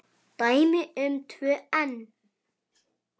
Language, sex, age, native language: Icelandic, male, 7, Icelandic